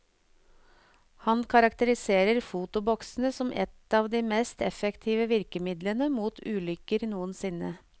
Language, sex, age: Norwegian, female, 49